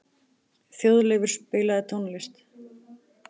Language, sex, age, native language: Icelandic, female, 40-49, Icelandic